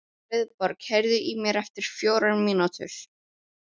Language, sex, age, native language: Icelandic, female, 12, Icelandic